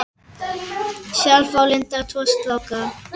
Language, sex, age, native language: Icelandic, female, 9, Icelandic